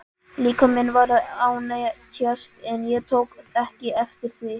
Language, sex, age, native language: Icelandic, male, 11, Icelandic